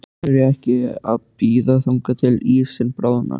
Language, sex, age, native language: Icelandic, male, 13, Icelandic